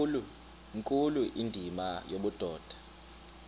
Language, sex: Xhosa, male